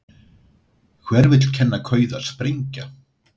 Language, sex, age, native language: Icelandic, male, 60-69, Icelandic